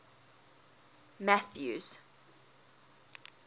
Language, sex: English, female